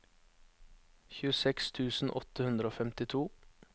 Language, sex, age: Norwegian, male, 21